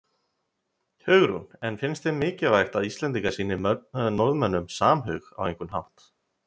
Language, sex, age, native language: Icelandic, male, 30-39, Icelandic